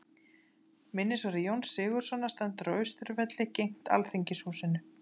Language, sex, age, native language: Icelandic, female, 30-39, Icelandic